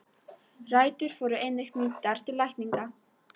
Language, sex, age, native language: Icelandic, female, 18-19, Icelandic